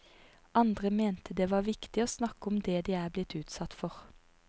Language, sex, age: Norwegian, female, 30